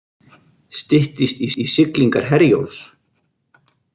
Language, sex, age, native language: Icelandic, male, 50-59, Icelandic